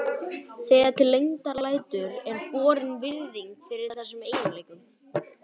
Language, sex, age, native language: Icelandic, male, 12, Icelandic